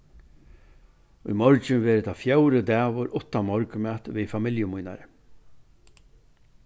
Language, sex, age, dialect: Faroese, male, 61+, Vágar